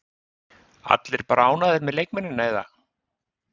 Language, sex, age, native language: Icelandic, male, 50-59, Icelandic